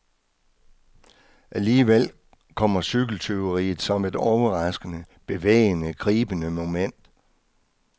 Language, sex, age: Danish, male, 66